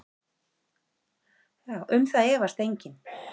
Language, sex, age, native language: Icelandic, female, 40-49, Icelandic